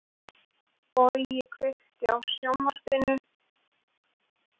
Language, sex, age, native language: Icelandic, female, 18-19, Icelandic